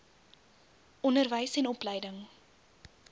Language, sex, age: Afrikaans, female, 22